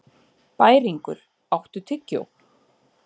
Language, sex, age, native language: Icelandic, female, 30-39, Icelandic